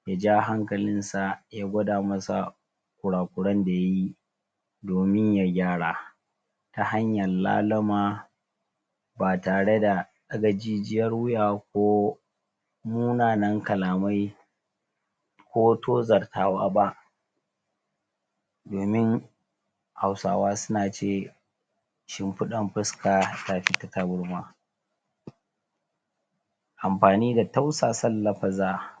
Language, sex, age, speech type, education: Hausa, male, 30-45, spontaneous, tertiary